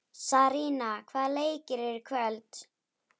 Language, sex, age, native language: Icelandic, female, 11, Icelandic